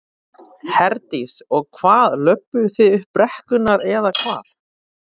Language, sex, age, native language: Icelandic, male, 30-39, Icelandic